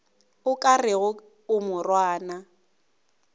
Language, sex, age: Northern Sotho, female, 24